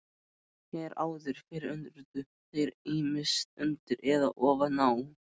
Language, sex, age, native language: Icelandic, male, 12, Icelandic